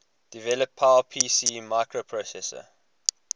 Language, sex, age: English, male, 22